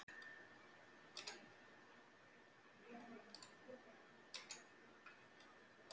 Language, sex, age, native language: Icelandic, female, 50-59, Icelandic